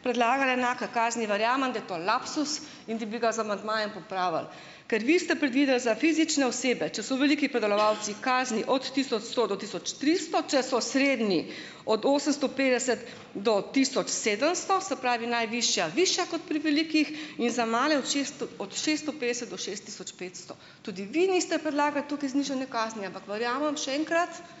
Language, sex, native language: Slovenian, female, Slovenian